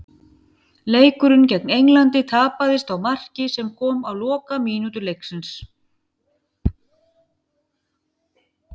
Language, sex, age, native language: Icelandic, female, 50-59, Icelandic